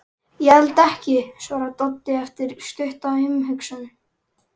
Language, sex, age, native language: Icelandic, male, 11, Icelandic